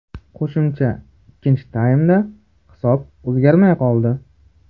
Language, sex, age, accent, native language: Uzbek, male, 18-24, Farg'ona, Uzbek